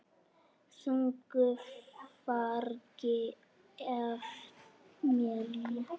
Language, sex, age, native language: Icelandic, female, 10, Icelandic